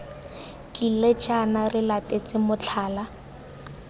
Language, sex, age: Tswana, female, 18